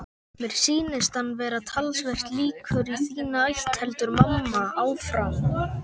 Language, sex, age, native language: Icelandic, male, 18-19, Icelandic